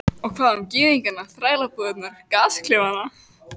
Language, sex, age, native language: Icelandic, female, 14, Icelandic